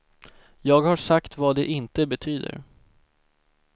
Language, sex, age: Swedish, male, 17